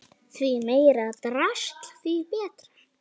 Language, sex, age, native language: Icelandic, male, 9, Icelandic